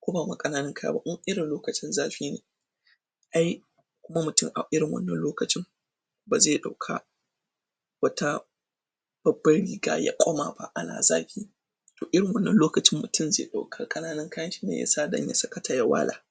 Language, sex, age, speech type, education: Hausa, male, 15-29, spontaneous, tertiary